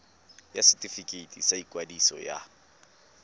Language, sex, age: Tswana, male, 19